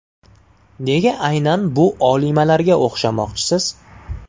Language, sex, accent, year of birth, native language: Uzbek, male, Toshkent shahri, 1999, Uzbek